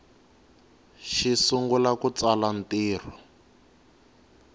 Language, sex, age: Tsonga, male, 19